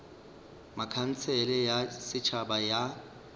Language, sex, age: Northern Sotho, male, 35